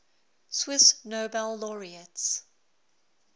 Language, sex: English, female